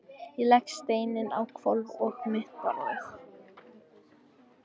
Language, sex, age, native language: Icelandic, female, 14, Icelandic